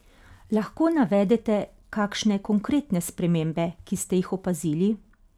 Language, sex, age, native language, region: Slovenian, female, 50-59, Slovenian, Carinthia region